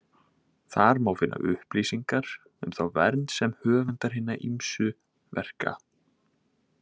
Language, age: Icelandic, 20-29